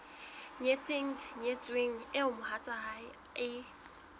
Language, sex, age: Southern Sotho, female, 21